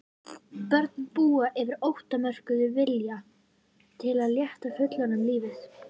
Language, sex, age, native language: Icelandic, female, 11, Icelandic